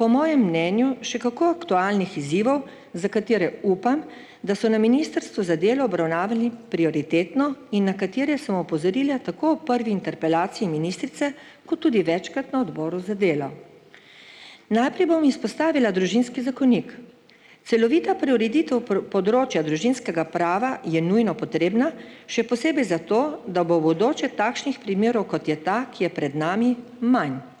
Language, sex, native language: Slovenian, female, Slovenian